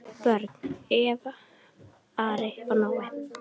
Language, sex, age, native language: Icelandic, female, 10, Icelandic